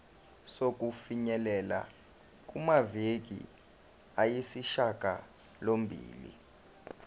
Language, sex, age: Zulu, male, 19